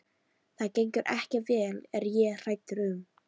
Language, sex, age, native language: Icelandic, female, 13, Icelandic